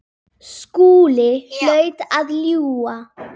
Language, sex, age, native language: Icelandic, female, 10, Icelandic